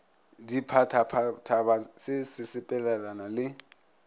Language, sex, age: Northern Sotho, male, 26